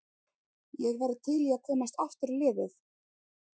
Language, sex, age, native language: Icelandic, female, 30-39, Icelandic